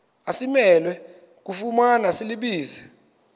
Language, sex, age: Xhosa, male, 22